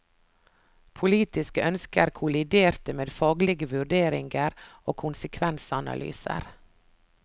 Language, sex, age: Norwegian, female, 49